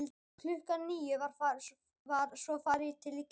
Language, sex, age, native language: Icelandic, female, 12, Icelandic